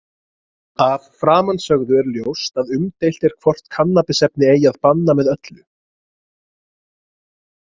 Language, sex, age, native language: Icelandic, male, 20-29, Icelandic